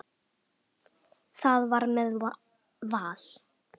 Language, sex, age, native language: Icelandic, male, 10, Icelandic